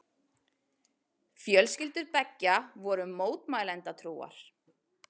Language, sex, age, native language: Icelandic, female, 40-49, Icelandic